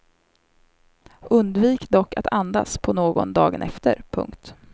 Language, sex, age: Swedish, female, 27